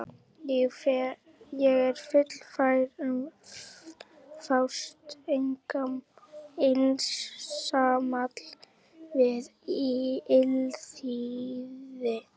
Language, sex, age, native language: Icelandic, female, 11, Icelandic